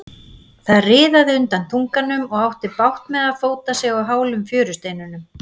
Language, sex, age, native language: Icelandic, female, 40-49, Icelandic